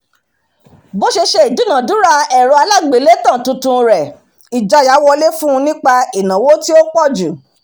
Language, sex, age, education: Yoruba, female, 46-60, tertiary